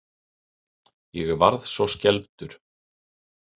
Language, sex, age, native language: Icelandic, male, 30-39, Icelandic